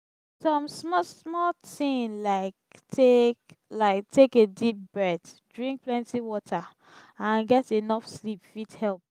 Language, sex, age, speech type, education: Nigerian Pidgin, female, 15-29, spontaneous, tertiary